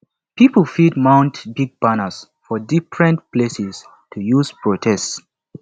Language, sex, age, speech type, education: Nigerian Pidgin, male, 15-29, spontaneous, tertiary